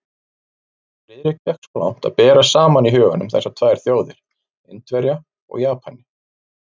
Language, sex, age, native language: Icelandic, male, 40-49, Icelandic